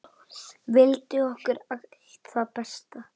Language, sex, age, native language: Icelandic, male, 10, Icelandic